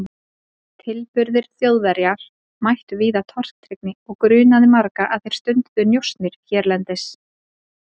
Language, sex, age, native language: Icelandic, female, 30-39, Icelandic